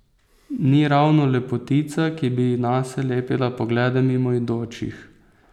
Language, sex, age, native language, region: Slovenian, male, 18-29, Slovenian, Posavska region